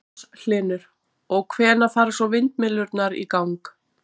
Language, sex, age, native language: Icelandic, female, 40-49, Icelandic